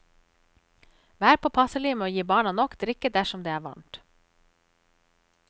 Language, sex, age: Norwegian, female, 34